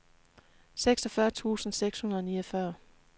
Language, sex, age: Danish, female, 36